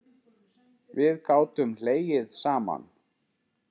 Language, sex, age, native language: Icelandic, male, 10, Icelandic